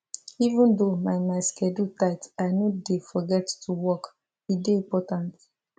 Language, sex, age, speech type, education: Nigerian Pidgin, female, 15-29, spontaneous, tertiary